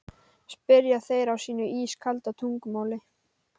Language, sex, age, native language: Icelandic, male, 12, Icelandic